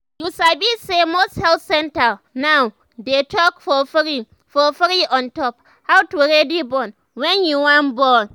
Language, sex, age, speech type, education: Nigerian Pidgin, female, 15-29, spontaneous, tertiary